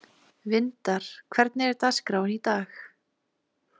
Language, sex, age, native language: Icelandic, female, 20-29, Icelandic